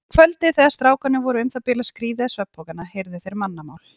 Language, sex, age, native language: Icelandic, female, 40-49, Icelandic